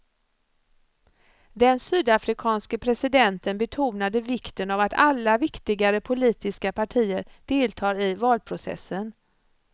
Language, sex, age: Swedish, female, 54